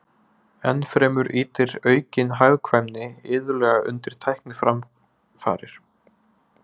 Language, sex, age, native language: Icelandic, male, 20-29, Icelandic